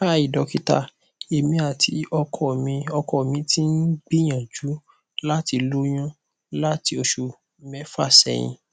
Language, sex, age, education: Yoruba, male, 15-29, tertiary